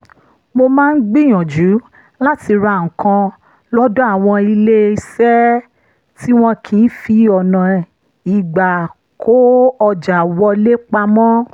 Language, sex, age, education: Yoruba, female, 30-45, tertiary